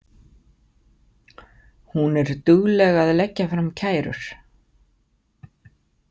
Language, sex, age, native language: Icelandic, female, 50-59, Icelandic